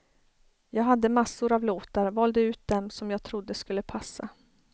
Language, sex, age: Swedish, female, 33